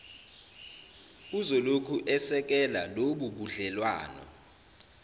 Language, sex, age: Zulu, male, 29